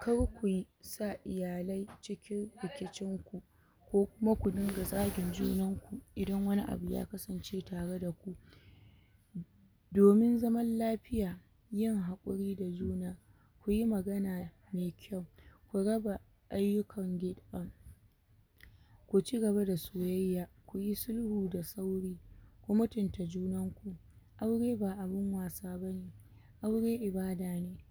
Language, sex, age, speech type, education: Hausa, female, 46-60, spontaneous, tertiary